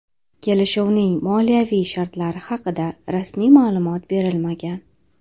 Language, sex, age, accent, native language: Uzbek, female, 25-34, Toshkent shahri, Uzbek